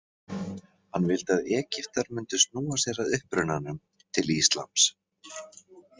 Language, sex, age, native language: Icelandic, male, 40-49, Icelandic